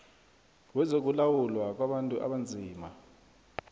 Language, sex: South Ndebele, male